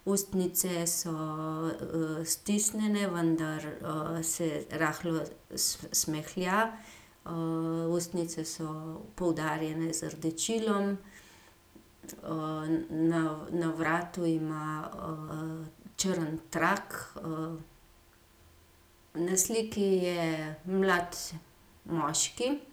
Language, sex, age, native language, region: Slovenian, female, 50-59, Slovenian, Gorenjska region